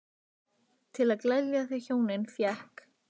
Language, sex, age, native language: Icelandic, female, 15, Icelandic